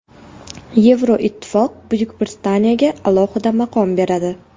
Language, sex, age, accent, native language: Uzbek, female, 18-24, Toshkent viloyati, Uzbek